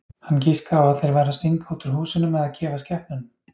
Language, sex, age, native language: Icelandic, male, 30-39, Icelandic